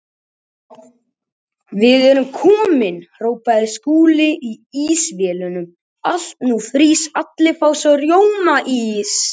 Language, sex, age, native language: Icelandic, male, 18-19, Icelandic